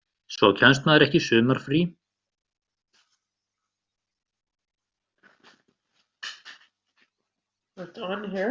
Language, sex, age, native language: Icelandic, male, 30-39, Icelandic